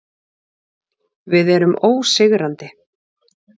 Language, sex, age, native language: Icelandic, female, 40-49, Icelandic